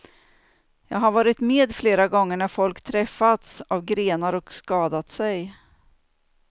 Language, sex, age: Swedish, female, 49